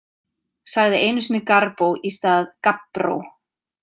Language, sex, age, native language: Icelandic, female, 30-39, Icelandic